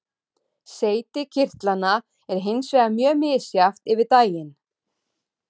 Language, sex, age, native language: Icelandic, female, 30-39, Icelandic